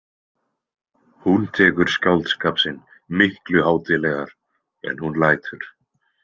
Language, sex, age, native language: Icelandic, male, 20-29, Icelandic